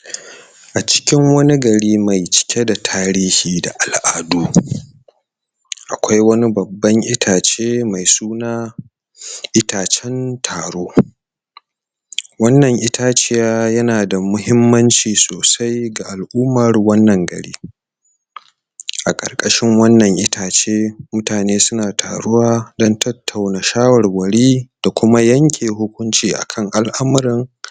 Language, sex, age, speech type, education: Hausa, male, 30-45, spontaneous, tertiary